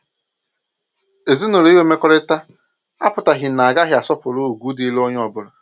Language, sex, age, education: Igbo, male, 15-29, tertiary